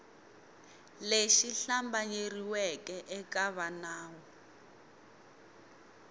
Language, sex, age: Tsonga, female, 22